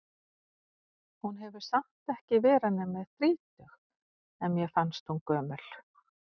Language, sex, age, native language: Icelandic, female, 40-49, Icelandic